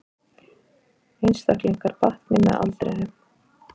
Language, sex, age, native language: Icelandic, female, 30-39, Icelandic